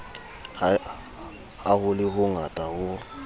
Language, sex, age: Southern Sotho, male, 20